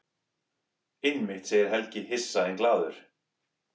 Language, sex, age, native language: Icelandic, male, 11, English